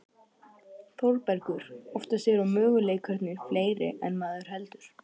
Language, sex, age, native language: Icelandic, male, 12, Icelandic